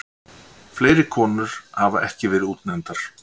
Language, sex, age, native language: Icelandic, male, 60-69, Icelandic